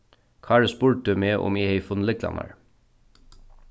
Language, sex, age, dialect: Faroese, male, 36-60, Norðuroyggjar